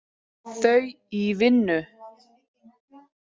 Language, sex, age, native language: Icelandic, female, 40-49, Icelandic